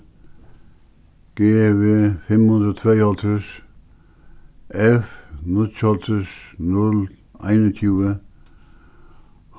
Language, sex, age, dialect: Faroese, male, 61+, Suðuroy